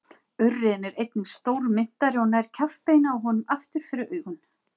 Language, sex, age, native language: Icelandic, female, 40-49, Icelandic